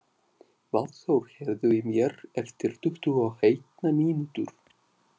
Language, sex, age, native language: Icelandic, male, 40-49, Russian